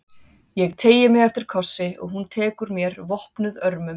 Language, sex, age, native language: Icelandic, female, 30-39, Icelandic